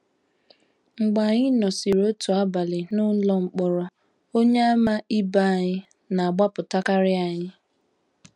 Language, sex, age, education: Igbo, female, 15-29, tertiary